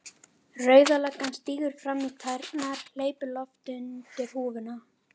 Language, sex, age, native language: Icelandic, female, 12, Icelandic